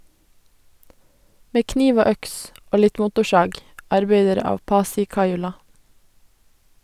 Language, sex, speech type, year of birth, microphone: Norwegian, female, read, 1991, Sennheiser